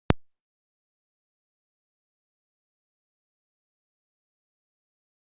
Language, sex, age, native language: Icelandic, female, 40-49, Icelandic